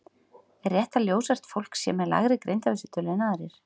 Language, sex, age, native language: Icelandic, female, 40-49, Icelandic